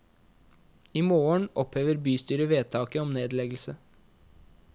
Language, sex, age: Norwegian, male, 21